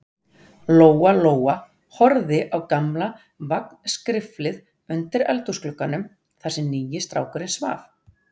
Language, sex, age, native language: Icelandic, female, 40-49, Icelandic